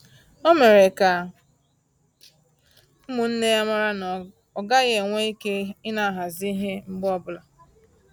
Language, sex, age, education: Igbo, female, 15-29, tertiary